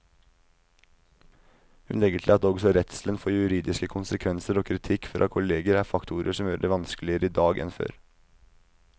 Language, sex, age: Norwegian, male, 19